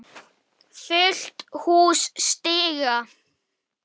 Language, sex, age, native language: Icelandic, male, 8, Icelandic